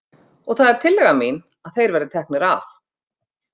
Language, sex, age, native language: Icelandic, female, 50-59, Icelandic